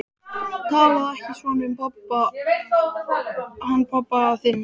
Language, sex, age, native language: Icelandic, male, 12, Icelandic